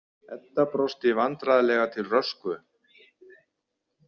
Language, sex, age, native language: Icelandic, male, 50-59, Icelandic